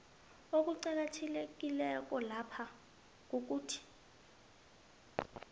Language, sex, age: South Ndebele, female, 22